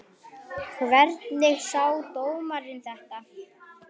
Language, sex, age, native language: Icelandic, male, 10, Icelandic